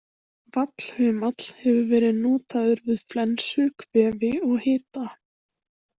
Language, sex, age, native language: Icelandic, female, 18-19, Icelandic